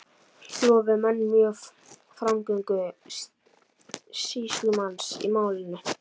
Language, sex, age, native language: Icelandic, male, 11, Icelandic